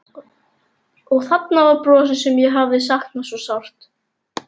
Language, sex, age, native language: Icelandic, male, 11, Icelandic